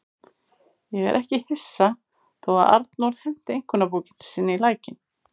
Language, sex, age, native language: Icelandic, female, 50-59, Icelandic